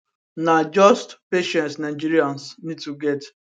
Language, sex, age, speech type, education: Nigerian Pidgin, male, 15-29, spontaneous, tertiary